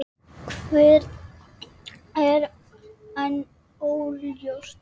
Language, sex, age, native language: Icelandic, female, 8, Icelandic